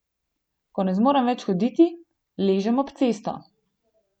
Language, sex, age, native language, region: Slovenian, female, 18-29, Slovenian, Gorenjska region